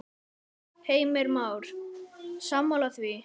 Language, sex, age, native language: Icelandic, male, 9, Icelandic